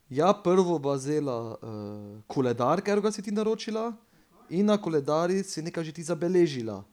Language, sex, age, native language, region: Slovenian, male, 30-49, Slovenian, Pomurje region